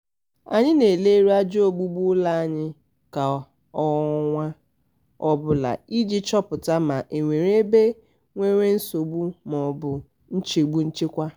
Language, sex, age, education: Igbo, female, 30-45, tertiary